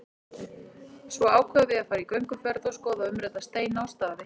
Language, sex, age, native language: Icelandic, female, 40-49, Icelandic